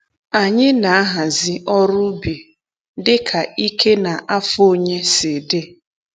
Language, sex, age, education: Igbo, female, 15-29, tertiary